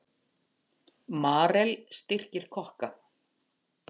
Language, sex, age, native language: Icelandic, female, 50-59, Icelandic